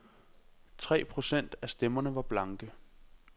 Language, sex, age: Danish, male, 26